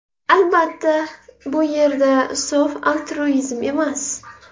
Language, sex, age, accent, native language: Uzbek, female, 18-24, Navoiy, Uzbek